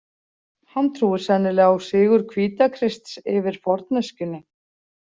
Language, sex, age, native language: Icelandic, female, 40-49, Icelandic